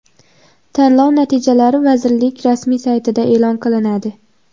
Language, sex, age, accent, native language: Uzbek, female, under 19, Xorazm, Uzbek